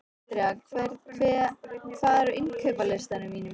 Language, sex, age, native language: Icelandic, female, 13, Icelandic